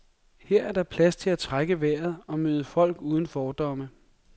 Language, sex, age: Danish, male, 42